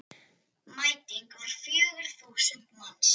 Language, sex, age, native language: Icelandic, female, 10, Icelandic